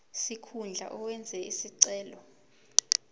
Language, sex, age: Zulu, female, 22